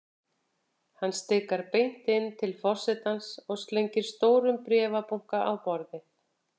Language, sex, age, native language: Icelandic, female, 50-59, Icelandic